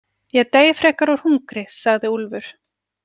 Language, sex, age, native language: Icelandic, female, 40-49, Icelandic